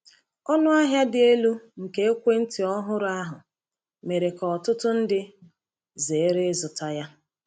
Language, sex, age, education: Igbo, female, 30-45, tertiary